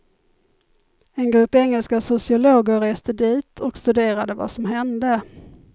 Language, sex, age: Swedish, female, 51